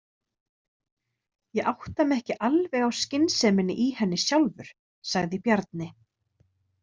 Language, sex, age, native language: Icelandic, female, 30-39, Icelandic